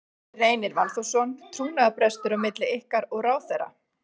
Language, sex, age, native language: Icelandic, female, 40-49, Icelandic